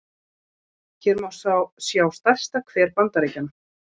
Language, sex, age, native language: Icelandic, female, 40-49, Icelandic